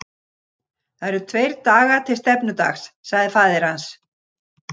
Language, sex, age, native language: Icelandic, other, 60-69, Icelandic